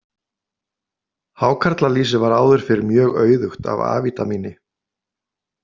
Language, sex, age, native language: Icelandic, male, 50-59, Icelandic